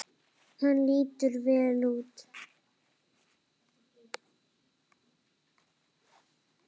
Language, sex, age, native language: Icelandic, female, 9, Icelandic